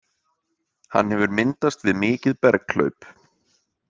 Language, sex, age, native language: Icelandic, male, 30-39, Icelandic